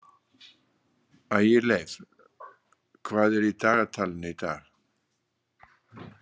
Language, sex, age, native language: Icelandic, male, 60-69, Icelandic